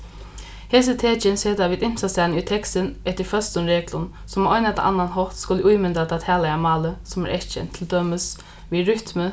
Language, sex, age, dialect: Faroese, female, 15-35, Norðuroyggjar